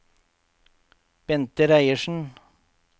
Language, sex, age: Norwegian, male, 48